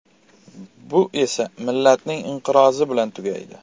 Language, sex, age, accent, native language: Uzbek, male, 25-34, Sirdaryo, Uzbek